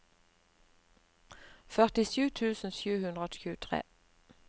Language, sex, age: Norwegian, female, 59